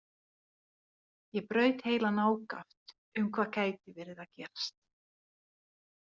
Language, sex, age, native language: Icelandic, female, 40-49, Finnish